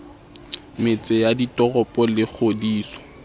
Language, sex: Southern Sotho, male